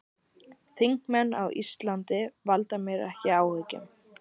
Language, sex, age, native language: Icelandic, male, 13, Icelandic